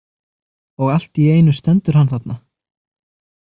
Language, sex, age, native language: Icelandic, male, 20-29, Icelandic